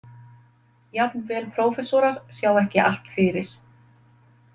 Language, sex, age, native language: Icelandic, female, 50-59, Icelandic